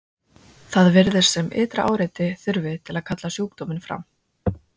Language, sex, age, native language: Icelandic, female, 20-29, Icelandic